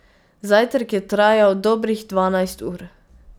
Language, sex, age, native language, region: Slovenian, female, 18-29, Slovenian, Pomurje region